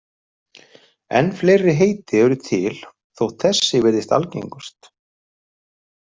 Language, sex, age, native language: Icelandic, male, 30-39, Icelandic